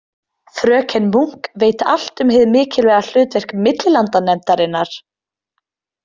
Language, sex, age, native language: Icelandic, female, 20-29, Icelandic